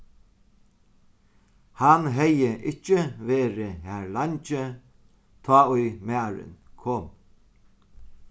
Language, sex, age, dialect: Faroese, male, 36-60, Sandoy